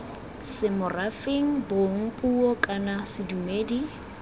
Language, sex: Tswana, female